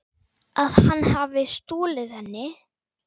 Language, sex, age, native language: Icelandic, female, 9, Icelandic